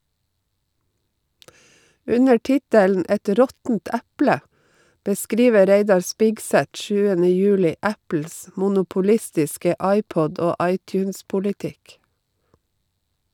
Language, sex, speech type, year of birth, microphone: Norwegian, female, read, 1952, Shure